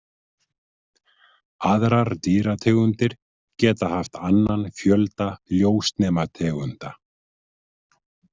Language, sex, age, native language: Icelandic, male, 50-59, Icelandic